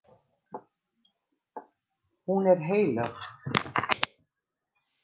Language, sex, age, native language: Icelandic, female, 50-59, Icelandic